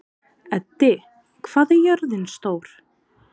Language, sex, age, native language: Icelandic, female, 20-29, Icelandic